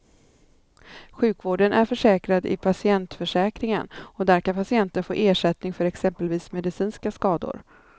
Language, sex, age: Swedish, female, 39